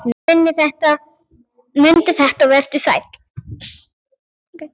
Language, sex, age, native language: Icelandic, female, 8, Icelandic